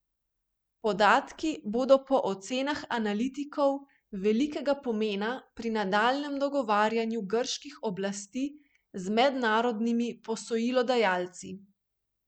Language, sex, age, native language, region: Slovenian, female, 30-49, Slovenian, Primorsko-notranjska region